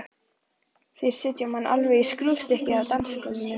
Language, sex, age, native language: Icelandic, female, 11, Icelandic